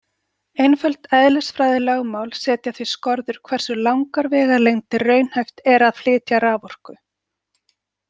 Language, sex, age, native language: Icelandic, female, 40-49, Icelandic